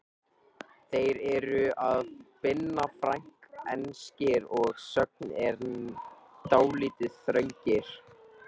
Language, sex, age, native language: Icelandic, male, 18-19, Icelandic